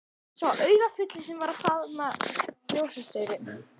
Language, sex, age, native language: Icelandic, female, 11, Icelandic